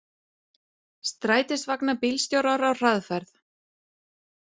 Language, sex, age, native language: Icelandic, female, 30-39, Icelandic